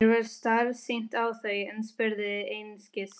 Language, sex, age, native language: Icelandic, female, 13, Spanish